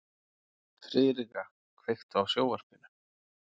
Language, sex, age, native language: Icelandic, male, 40-49, Icelandic